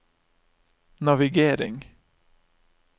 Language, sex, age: Norwegian, male, 28